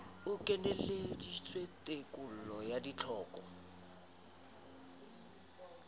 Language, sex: Southern Sotho, male